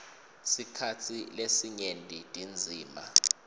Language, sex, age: Swati, male, 22